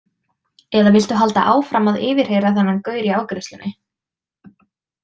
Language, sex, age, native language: Icelandic, female, 20-29, Icelandic